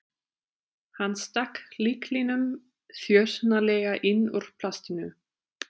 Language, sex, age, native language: Icelandic, female, 30-39, German